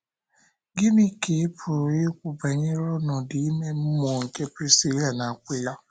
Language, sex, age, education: Igbo, male, 15-29, secondary